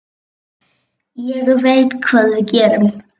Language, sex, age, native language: Icelandic, female, 8, Icelandic